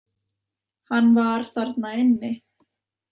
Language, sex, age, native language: Icelandic, female, 20-29, Icelandic